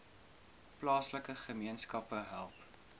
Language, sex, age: Afrikaans, male, 19